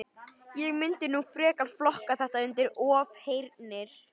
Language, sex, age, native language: Icelandic, female, 11, Icelandic